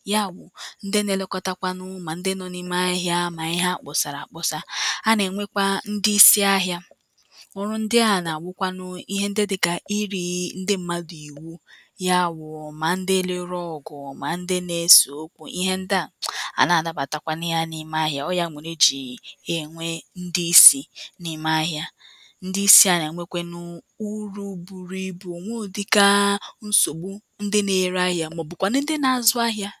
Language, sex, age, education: Igbo, female, 15-29, tertiary